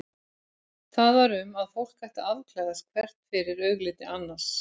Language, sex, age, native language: Icelandic, female, 50-59, Icelandic